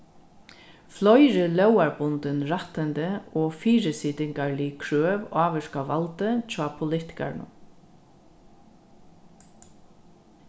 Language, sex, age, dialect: Faroese, female, 36-60, Norðurstreymoy/Eysturoy